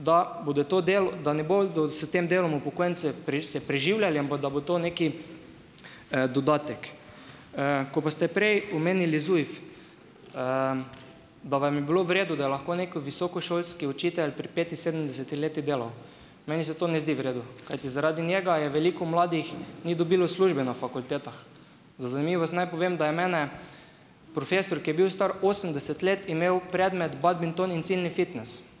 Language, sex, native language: Slovenian, male, Slovenian